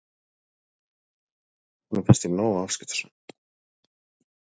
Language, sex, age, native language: Icelandic, male, 40-49, Icelandic